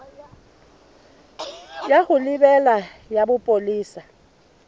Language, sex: Southern Sotho, female